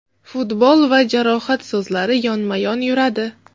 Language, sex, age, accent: Uzbek, female, 35+, Toshkent shahri